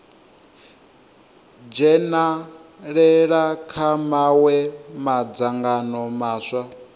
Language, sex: Venda, male